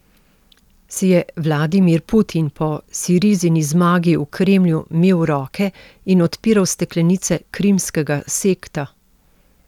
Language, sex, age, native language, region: Slovenian, female, 50-59, Slovenian, Central Slovenia